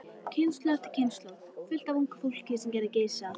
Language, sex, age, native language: Icelandic, female, 13, Icelandic